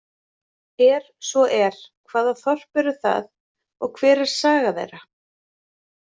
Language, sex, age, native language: Icelandic, female, 40-49, Icelandic